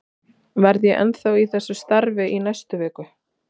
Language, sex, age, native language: Icelandic, female, 40-49, Icelandic